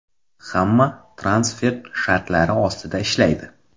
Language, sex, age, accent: Uzbek, male, 25-34, Qoraqalpog'iston